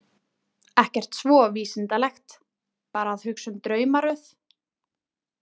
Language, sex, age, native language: Icelandic, female, 20-29, Icelandic